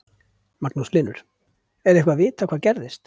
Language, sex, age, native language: Icelandic, male, 50-59, Icelandic